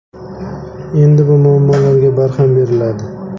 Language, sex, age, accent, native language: Uzbek, male, 25-34, Samarqand, Uzbek